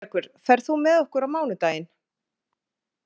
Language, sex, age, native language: Icelandic, female, 40-49, Icelandic